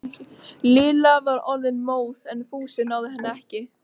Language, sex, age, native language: Icelandic, female, 13, Icelandic